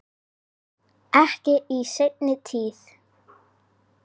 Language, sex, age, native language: Icelandic, female, 10, Icelandic